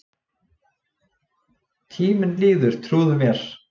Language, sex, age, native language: Icelandic, male, 20-29, Icelandic